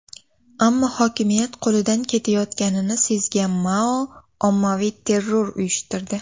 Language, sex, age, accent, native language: Uzbek, female, under 19, Toshkent viloyati, Uzbek